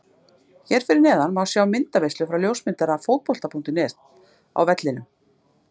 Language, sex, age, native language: Icelandic, female, 50-59, Icelandic